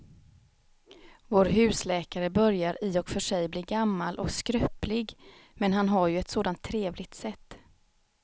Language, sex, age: Swedish, female, 36